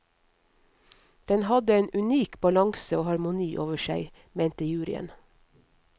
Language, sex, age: Norwegian, female, 50